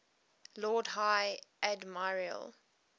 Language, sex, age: English, female, 18